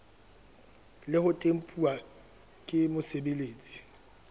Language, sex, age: Southern Sotho, male, 23